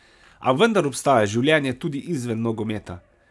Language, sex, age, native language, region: Slovenian, male, 30-49, Slovenian, Savinja region